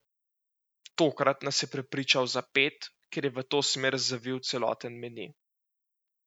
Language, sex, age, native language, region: Slovenian, male, 18-29, Slovenian, Central Slovenia